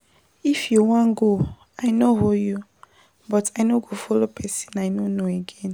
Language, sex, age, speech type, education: Nigerian Pidgin, female, 15-29, spontaneous, tertiary